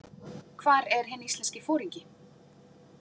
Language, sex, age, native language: Icelandic, female, 40-49, Icelandic